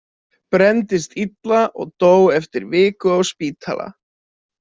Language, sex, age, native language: Icelandic, male, 20-29, Icelandic